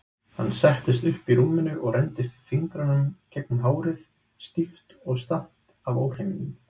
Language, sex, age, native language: Icelandic, male, 20-29, Icelandic